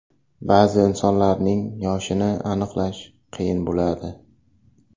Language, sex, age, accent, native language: Uzbek, male, 18-24, Samarqand, Uzbek